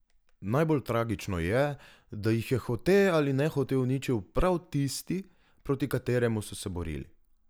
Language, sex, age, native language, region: Slovenian, male, 18-29, Slovenian, Drava region